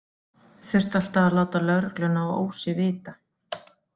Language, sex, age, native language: Icelandic, female, 40-49, Icelandic